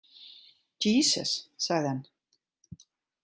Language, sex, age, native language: Icelandic, female, 40-49, Icelandic